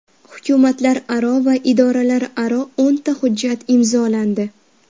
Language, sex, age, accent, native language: Uzbek, female, 12-17, Farg'ona, Uzbek